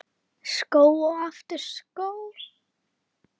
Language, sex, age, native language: Icelandic, female, 9, Icelandic